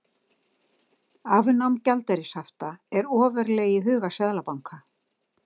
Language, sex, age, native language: Icelandic, female, 60-69, Icelandic